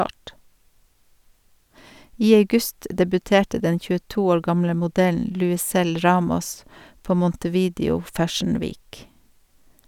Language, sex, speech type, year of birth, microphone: Norwegian, female, read, 1952, Sennheiser